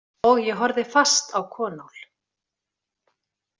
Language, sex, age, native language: Icelandic, female, 50-59, Icelandic